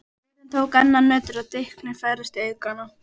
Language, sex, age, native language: Icelandic, female, 12, Icelandic